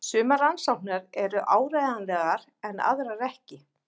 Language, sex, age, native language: Icelandic, female, 40-49, Icelandic